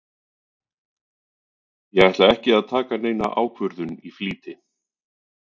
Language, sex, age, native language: Icelandic, male, 40-49, Icelandic